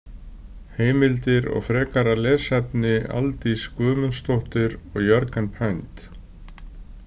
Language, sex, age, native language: Icelandic, male, 60-69, Icelandic